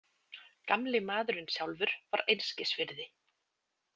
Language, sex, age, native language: Icelandic, female, 20-29, Icelandic